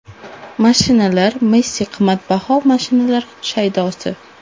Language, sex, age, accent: Uzbek, female, 18-24, Toshkent viloyati